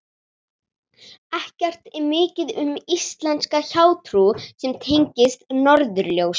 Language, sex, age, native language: Icelandic, female, 40-49, Icelandic